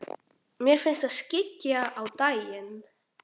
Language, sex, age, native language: Icelandic, male, 13, Icelandic